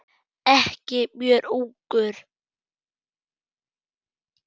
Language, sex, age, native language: Icelandic, male, 8, German